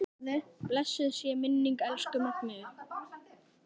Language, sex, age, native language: Icelandic, male, 10, Icelandic